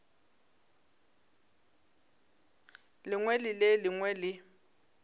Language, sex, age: Northern Sotho, female, 22